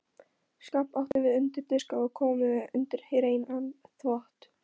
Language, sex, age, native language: Icelandic, female, 13, Polish